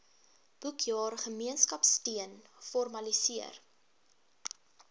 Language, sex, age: Afrikaans, female, 23